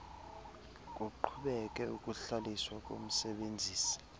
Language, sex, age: Xhosa, male, 20